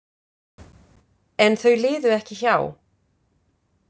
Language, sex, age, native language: Icelandic, female, 50-59, Icelandic